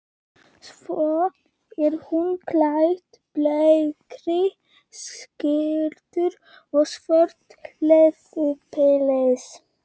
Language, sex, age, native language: Icelandic, male, 11, Icelandic